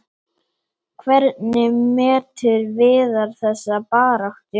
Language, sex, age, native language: Icelandic, male, 8, Icelandic